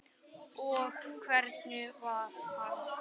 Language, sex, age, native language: Icelandic, male, 9, Icelandic